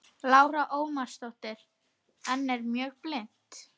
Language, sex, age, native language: Icelandic, female, 60-69, Icelandic